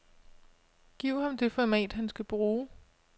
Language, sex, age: Danish, female, 25